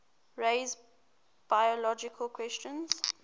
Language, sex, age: English, female, 18